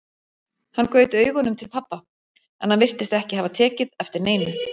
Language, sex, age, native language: Icelandic, female, 40-49, Icelandic